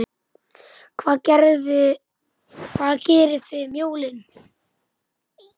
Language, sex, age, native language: Icelandic, male, 10, Icelandic